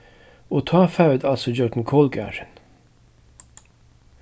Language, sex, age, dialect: Faroese, male, 36-60, Suðurstreymoy